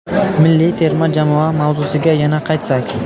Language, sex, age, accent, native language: Uzbek, male, 18-24, Buxoro, Uzbek